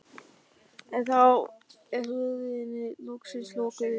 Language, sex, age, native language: Icelandic, male, 13, German